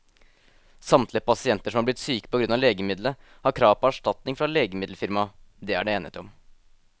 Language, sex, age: Norwegian, male, 18